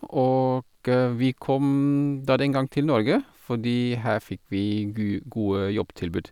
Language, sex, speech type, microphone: Norwegian, male, spontaneous, Sennheiser